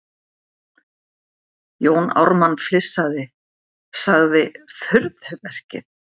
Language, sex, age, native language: Icelandic, female, 70-79, Icelandic